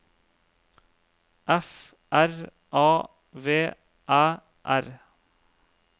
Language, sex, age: Norwegian, male, 35